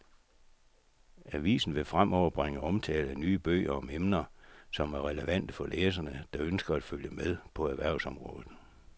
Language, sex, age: Danish, male, 64